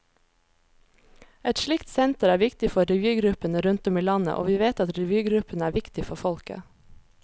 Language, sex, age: Norwegian, female, 26